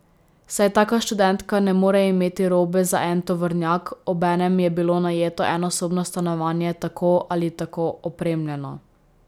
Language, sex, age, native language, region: Slovenian, female, 18-29, Slovenian, Drava region